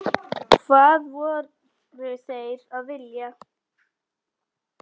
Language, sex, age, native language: Icelandic, female, 10, Icelandic